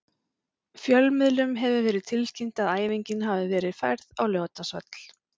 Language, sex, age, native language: Icelandic, female, 40-49, Icelandic